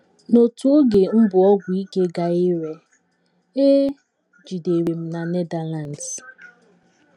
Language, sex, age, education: Igbo, female, 15-29, tertiary